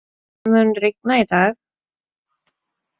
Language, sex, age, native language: Icelandic, female, 30-39, Icelandic